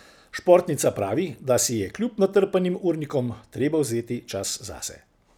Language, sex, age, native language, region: Slovenian, male, 60+, Slovenian, Central Slovenia